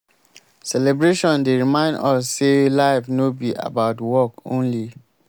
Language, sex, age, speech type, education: Nigerian Pidgin, male, 15-29, spontaneous, tertiary